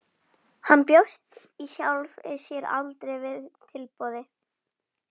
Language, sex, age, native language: Icelandic, female, 11, Icelandic